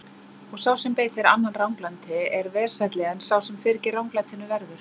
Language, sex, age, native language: Icelandic, female, 30-39, Icelandic